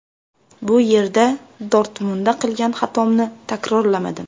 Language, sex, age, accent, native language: Uzbek, female, 18-24, Namangan, Uzbek